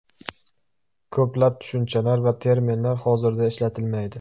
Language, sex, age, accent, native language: Uzbek, male, 12-17, Qashqadaryo, Uzbek